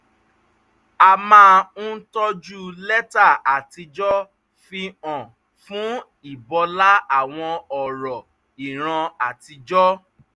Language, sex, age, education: Yoruba, male, 15-29, tertiary